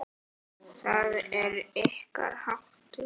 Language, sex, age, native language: Icelandic, male, 10, Icelandic